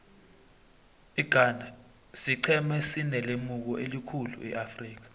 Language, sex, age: South Ndebele, male, 21